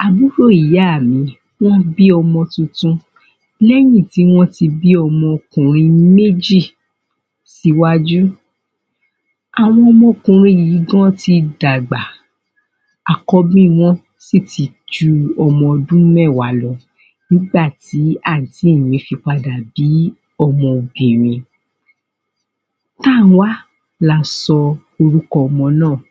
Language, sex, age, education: Yoruba, female, 15-29, tertiary